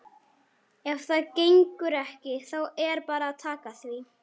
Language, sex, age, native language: Icelandic, male, 11, Icelandic